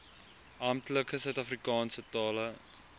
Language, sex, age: Afrikaans, male, 19